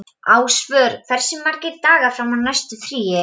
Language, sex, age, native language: Icelandic, female, 12, Polish